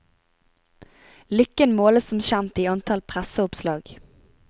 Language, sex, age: Norwegian, female, 25